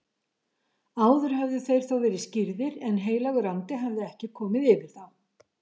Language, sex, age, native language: Icelandic, female, 70-79, Icelandic